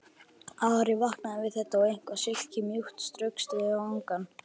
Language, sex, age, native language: Icelandic, male, 11, Icelandic